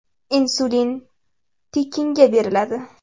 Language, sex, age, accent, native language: Uzbek, female, under 19, Navoiy, Uzbek